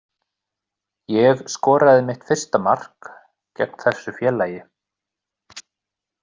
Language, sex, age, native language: Icelandic, male, 30-39, Icelandic